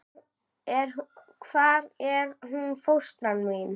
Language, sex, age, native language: Icelandic, female, 9, Icelandic